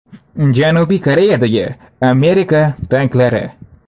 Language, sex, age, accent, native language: Uzbek, male, 18-24, Andijon, Uzbek